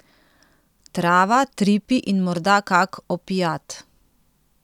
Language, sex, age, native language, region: Slovenian, female, 30-49, Slovenian, Central Slovenia